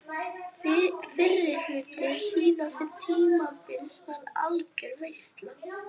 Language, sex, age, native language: Icelandic, female, 40-49, Icelandic